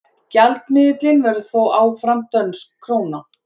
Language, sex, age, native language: Icelandic, female, 40-49, Icelandic